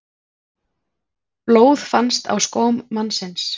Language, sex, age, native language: Icelandic, female, 40-49, Icelandic